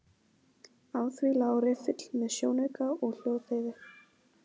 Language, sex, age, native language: Icelandic, female, 15, Icelandic